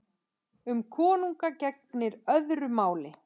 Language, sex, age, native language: Icelandic, male, 10, Icelandic